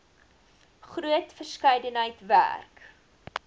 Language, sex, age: Afrikaans, female, 19